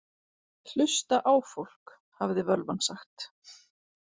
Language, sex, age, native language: Icelandic, female, 40-49, Icelandic